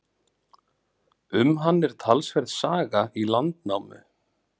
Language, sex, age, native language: Icelandic, male, 40-49, Icelandic